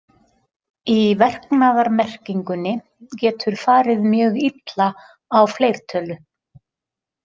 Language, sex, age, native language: Icelandic, female, 50-59, Icelandic